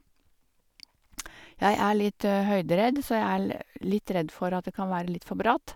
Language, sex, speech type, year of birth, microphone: Norwegian, female, spontaneous, 1952, Sennheiser